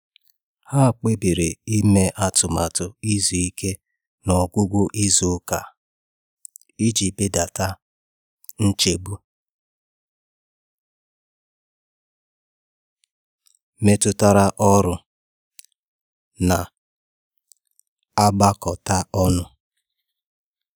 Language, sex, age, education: Igbo, male, 15-29, tertiary